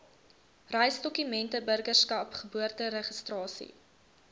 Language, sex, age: Afrikaans, female, 22